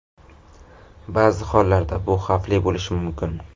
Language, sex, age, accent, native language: Uzbek, male, 18-24, Navoiy, Uzbek